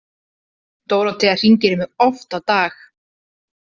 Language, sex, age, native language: Icelandic, female, 30-39, Icelandic